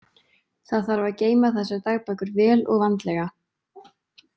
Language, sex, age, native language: Icelandic, female, 20-29, Icelandic